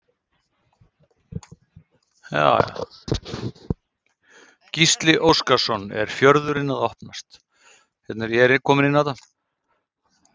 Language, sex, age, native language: Icelandic, male, 30-39, Icelandic